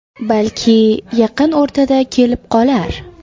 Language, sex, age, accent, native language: Uzbek, female, 18-24, Toshkent shahri, Uzbek